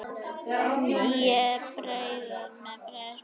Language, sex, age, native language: Icelandic, female, 9, Icelandic